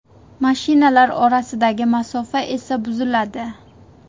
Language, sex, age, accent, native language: Uzbek, female, 19-29, Surxondaryo, Uzbek